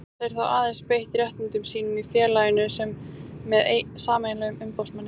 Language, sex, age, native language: Icelandic, female, 18-19, Icelandic